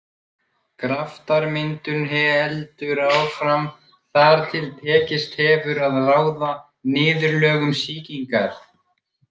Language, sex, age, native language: Icelandic, male, 18-19, Icelandic